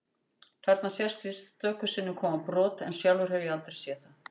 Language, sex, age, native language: Icelandic, female, 60-69, Icelandic